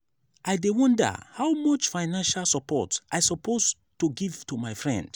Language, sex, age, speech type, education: Nigerian Pidgin, male, 15-29, spontaneous, tertiary